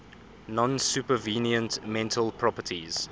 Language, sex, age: English, male, 24